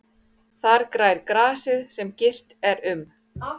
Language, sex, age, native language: Icelandic, female, 40-49, Icelandic